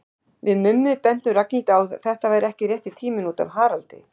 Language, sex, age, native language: Icelandic, female, 50-59, Icelandic